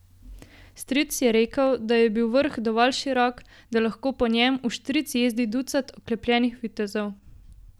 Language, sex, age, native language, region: Slovenian, female, 18-29, Slovenian, Gorenjska region